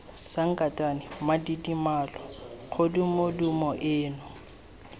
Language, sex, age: Tswana, male, 18